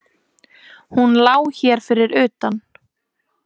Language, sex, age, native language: Icelandic, female, 20-29, Icelandic